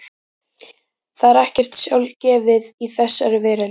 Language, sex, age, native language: Icelandic, female, 15, Icelandic